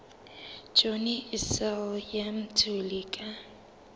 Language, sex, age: Southern Sotho, female, 19